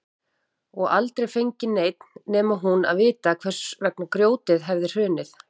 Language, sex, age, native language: Icelandic, female, 40-49, Icelandic